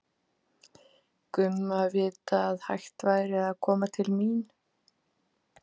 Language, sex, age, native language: Icelandic, female, 50-59, Icelandic